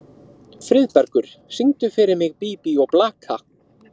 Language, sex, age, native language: Icelandic, male, 30-39, Icelandic